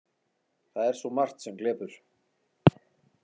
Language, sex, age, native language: Icelandic, male, 40-49, Icelandic